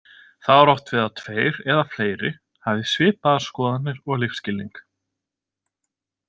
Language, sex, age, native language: Icelandic, male, 20-29, Icelandic